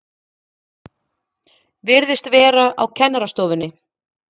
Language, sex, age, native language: Icelandic, female, 40-49, Icelandic